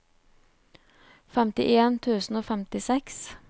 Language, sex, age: Norwegian, female, 29